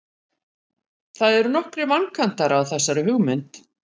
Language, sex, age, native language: Icelandic, female, 50-59, Icelandic